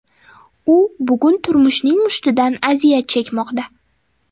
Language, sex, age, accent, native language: Uzbek, female, 12-17, Toshkent shahri, Uzbek